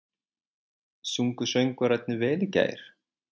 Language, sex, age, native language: Icelandic, male, 20-29, Icelandic